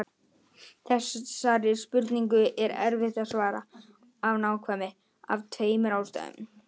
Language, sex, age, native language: Icelandic, male, 18-19, Icelandic